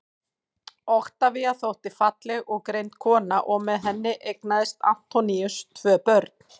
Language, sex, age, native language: Icelandic, female, 40-49, Icelandic